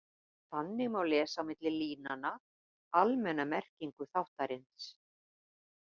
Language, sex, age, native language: Icelandic, female, 50-59, Icelandic